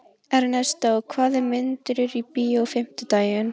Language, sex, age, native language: Icelandic, female, 11, Icelandic